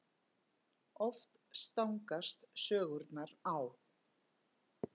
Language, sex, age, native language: Icelandic, female, 50-59, Icelandic